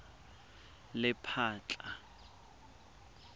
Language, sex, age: Tswana, male, 24